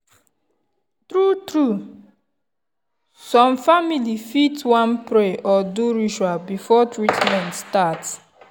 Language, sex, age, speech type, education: Nigerian Pidgin, female, 15-29, spontaneous, tertiary